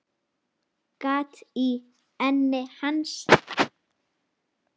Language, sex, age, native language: Icelandic, female, 8, Icelandic